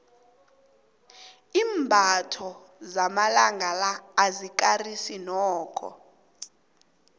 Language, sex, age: South Ndebele, female, 26